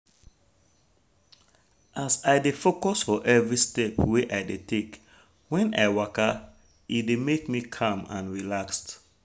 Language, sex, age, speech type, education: Nigerian Pidgin, male, 30-45, spontaneous, tertiary